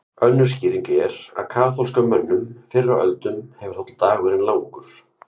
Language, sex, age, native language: Icelandic, male, 50-59, Icelandic